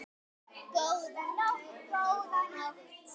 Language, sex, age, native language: Icelandic, female, 10, Icelandic